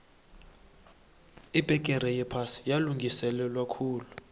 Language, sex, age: South Ndebele, male, 21